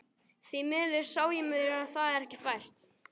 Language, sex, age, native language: Icelandic, male, 12, Icelandic